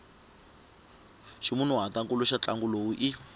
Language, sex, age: Tsonga, male, 25